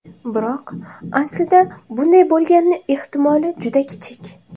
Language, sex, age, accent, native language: Uzbek, female, 19-29, Samarqand, Uzbek